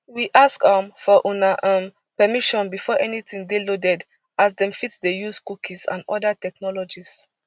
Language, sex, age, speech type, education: Nigerian Pidgin, female, 15-29, spontaneous, tertiary